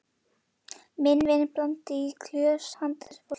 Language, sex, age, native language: Icelandic, female, 11, Icelandic